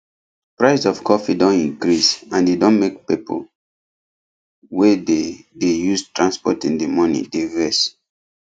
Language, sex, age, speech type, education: Nigerian Pidgin, male, 15-29, spontaneous, tertiary